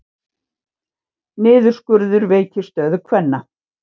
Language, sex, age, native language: Icelandic, female, 60-69, Icelandic